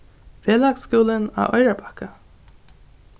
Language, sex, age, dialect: Faroese, female, 15-35, Norðuroyggjar